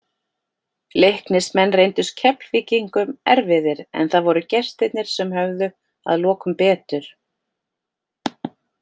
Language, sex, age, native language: Icelandic, female, 40-49, Icelandic